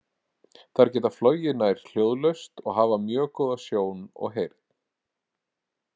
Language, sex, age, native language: Icelandic, male, 40-49, Icelandic